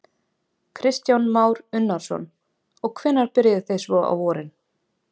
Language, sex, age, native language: Icelandic, female, 20-29, Icelandic